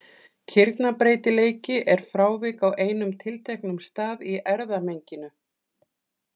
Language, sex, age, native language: Icelandic, female, 40-49, Icelandic